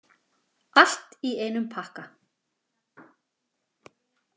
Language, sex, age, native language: Icelandic, female, 40-49, Icelandic